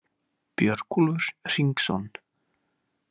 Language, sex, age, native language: Icelandic, male, 18-19, Icelandic